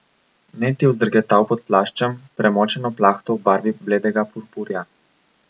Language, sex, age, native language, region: Slovenian, male, 18-29, Slovenian, Coastal Karst region